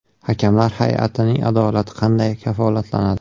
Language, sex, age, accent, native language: Uzbek, male, 18-24, Buxoro, Uzbek